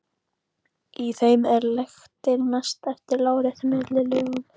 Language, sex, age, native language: Icelandic, male, 14, Icelandic